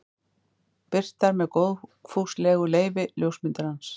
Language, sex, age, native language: Icelandic, female, 50-59, Icelandic